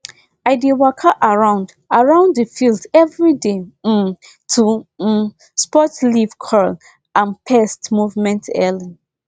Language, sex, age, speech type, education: Nigerian Pidgin, female, 15-29, spontaneous, tertiary